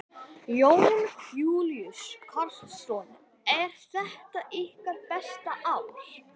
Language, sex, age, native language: Icelandic, male, 11, Icelandic